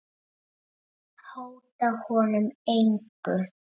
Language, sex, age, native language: Icelandic, male, 7, Icelandic